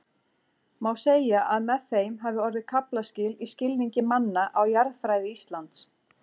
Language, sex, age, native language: Icelandic, female, 40-49, Icelandic